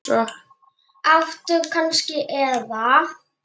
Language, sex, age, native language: Icelandic, male, 8, Icelandic